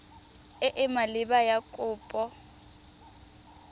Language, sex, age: Tswana, female, 20